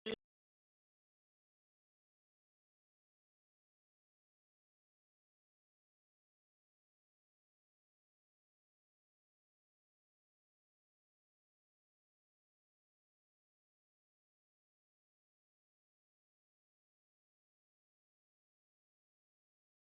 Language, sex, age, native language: Icelandic, male, 10, Icelandic